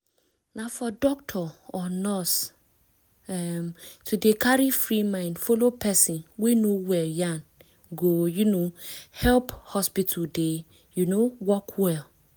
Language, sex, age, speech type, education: Nigerian Pidgin, female, 15-29, spontaneous, tertiary